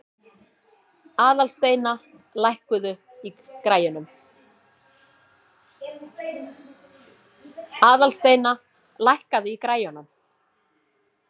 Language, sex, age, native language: Icelandic, female, 50-59, Icelandic